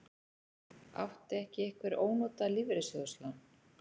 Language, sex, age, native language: Icelandic, female, 40-49, Icelandic